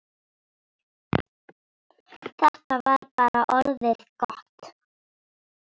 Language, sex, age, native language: Icelandic, female, 6, Icelandic